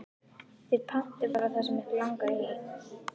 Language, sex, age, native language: Icelandic, female, 11, Icelandic